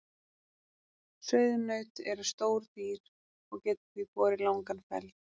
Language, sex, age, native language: Icelandic, female, 30-39, Icelandic